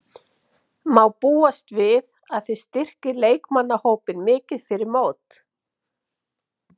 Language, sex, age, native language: Icelandic, female, 50-59, Icelandic